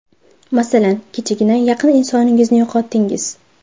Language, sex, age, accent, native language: Uzbek, female, under 19, Farg'ona, Uzbek